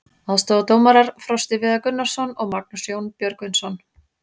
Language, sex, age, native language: Icelandic, female, 30-39, Icelandic